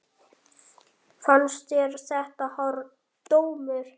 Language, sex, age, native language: Icelandic, male, 10, Icelandic